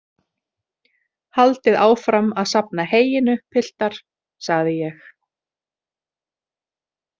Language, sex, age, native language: Icelandic, female, 40-49, Icelandic